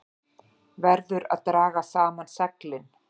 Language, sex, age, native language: Icelandic, female, 40-49, Icelandic